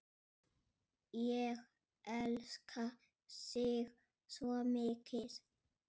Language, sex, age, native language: Icelandic, male, 6, Icelandic